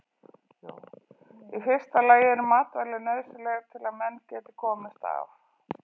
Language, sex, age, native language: Icelandic, female, 40-49, Icelandic